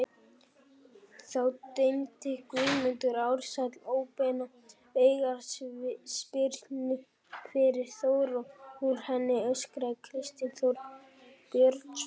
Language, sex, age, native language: Icelandic, female, 18-19, Icelandic